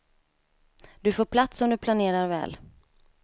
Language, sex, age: Swedish, female, 27